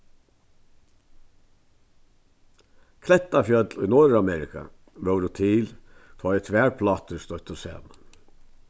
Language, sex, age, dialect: Faroese, male, 61+, Vágar